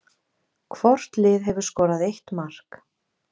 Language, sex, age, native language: Icelandic, female, 20-29, Icelandic